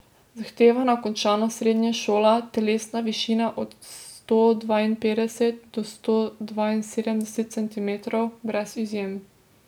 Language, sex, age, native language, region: Slovenian, female, 18-29, Slovenian, Drava region